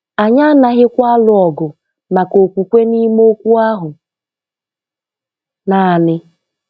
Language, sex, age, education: Igbo, female, 15-29, tertiary